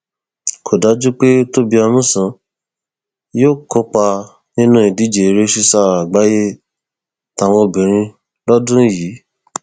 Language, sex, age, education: Yoruba, male, 15-29, tertiary